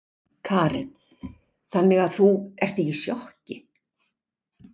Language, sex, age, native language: Icelandic, female, 60-69, Icelandic